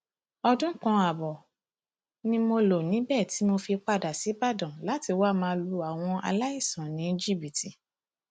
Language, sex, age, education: Yoruba, female, 30-45, tertiary